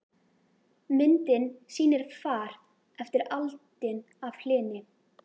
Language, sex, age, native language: Icelandic, female, 11, Icelandic